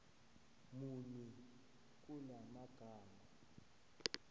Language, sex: Zulu, male